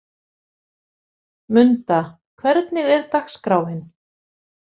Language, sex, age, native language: Icelandic, female, 50-59, Icelandic